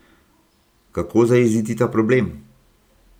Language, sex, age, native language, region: Slovenian, male, 60+, Slovenian, Gorenjska region